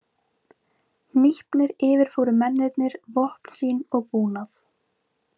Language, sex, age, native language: Icelandic, female, 18-19, Icelandic